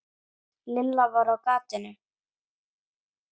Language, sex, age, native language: Icelandic, female, 8, Icelandic